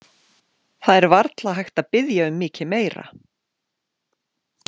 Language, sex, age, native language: Icelandic, female, 40-49, Icelandic